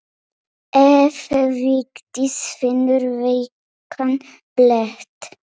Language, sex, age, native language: Icelandic, female, 8, Polish